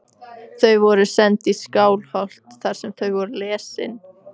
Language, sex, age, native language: Icelandic, female, 14, Icelandic